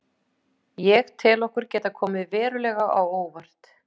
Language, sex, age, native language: Icelandic, female, 50-59, Icelandic